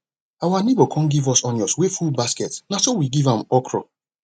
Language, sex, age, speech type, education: Nigerian Pidgin, male, 30-45, spontaneous, tertiary